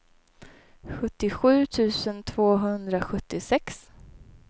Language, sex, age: Swedish, female, 23